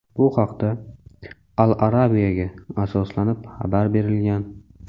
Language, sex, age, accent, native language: Uzbek, male, 18-24, Samarqand, Uzbek